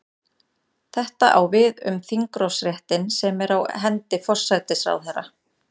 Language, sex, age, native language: Icelandic, female, 30-39, Icelandic